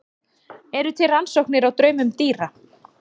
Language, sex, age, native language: Icelandic, female, 30-39, Icelandic